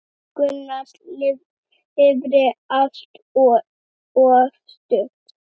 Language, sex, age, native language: Icelandic, male, 7, Icelandic